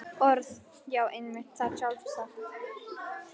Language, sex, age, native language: Icelandic, female, 11, Icelandic